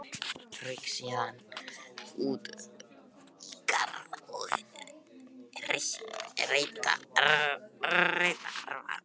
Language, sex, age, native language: Icelandic, male, 15, Icelandic